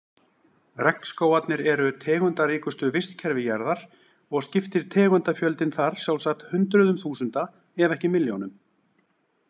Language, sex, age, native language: Icelandic, male, 40-49, Icelandic